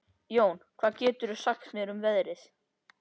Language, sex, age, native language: Icelandic, male, 13, Icelandic